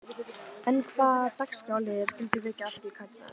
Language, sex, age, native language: Icelandic, female, 15, Icelandic